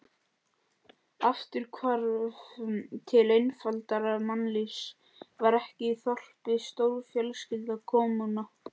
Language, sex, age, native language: Icelandic, other, 11, Icelandic